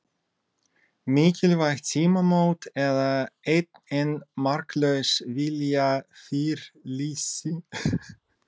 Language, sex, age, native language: Icelandic, male, 30-39, Russian